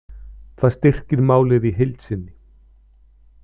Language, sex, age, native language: Icelandic, male, 50-59, Icelandic